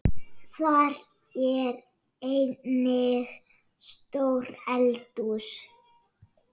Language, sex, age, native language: Icelandic, male, 6, Icelandic